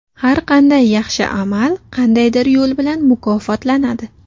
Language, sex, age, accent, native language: Uzbek, female, 19-29, Navoiy, Uzbek